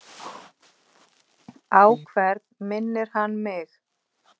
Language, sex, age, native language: Icelandic, female, 6, Icelandic